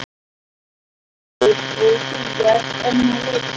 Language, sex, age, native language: Icelandic, female, 11, Icelandic